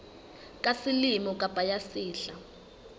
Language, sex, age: Southern Sotho, female, 19